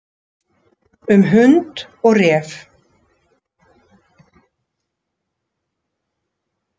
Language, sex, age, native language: Icelandic, female, 60-69, Icelandic